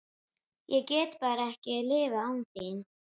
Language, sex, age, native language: Icelandic, female, 12, Icelandic